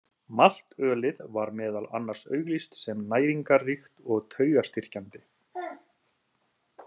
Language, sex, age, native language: Icelandic, male, 30-39, Icelandic